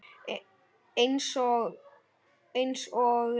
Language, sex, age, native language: Icelandic, male, 9, Icelandic